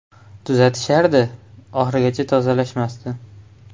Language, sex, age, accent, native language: Uzbek, male, 18-24, Farg'ona, Uzbek